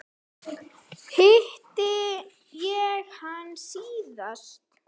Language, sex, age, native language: Icelandic, female, 9, Icelandic